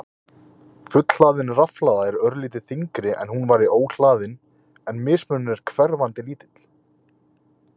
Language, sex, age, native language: Icelandic, male, 20-29, Icelandic